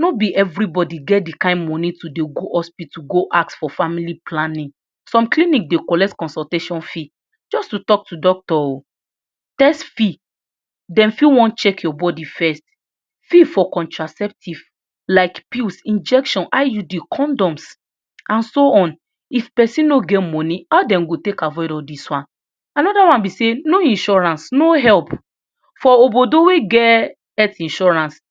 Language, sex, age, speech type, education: Nigerian Pidgin, female, 46-60, spontaneous, tertiary